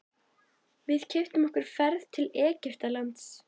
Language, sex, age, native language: Icelandic, female, 11, Icelandic